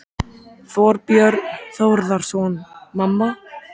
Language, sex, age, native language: Icelandic, male, 13, Icelandic